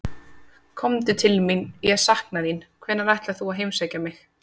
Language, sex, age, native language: Icelandic, female, 30-39, Icelandic